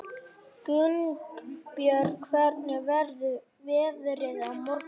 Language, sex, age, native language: Icelandic, female, 40-49, Icelandic